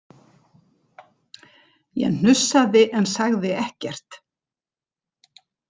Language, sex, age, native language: Icelandic, female, 60-69, Icelandic